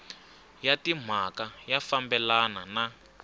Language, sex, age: Tsonga, male, 25